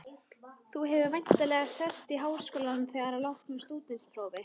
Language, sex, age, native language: Icelandic, female, 13, Icelandic